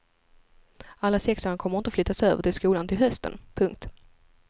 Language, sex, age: Swedish, female, 25